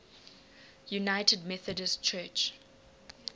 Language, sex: English, female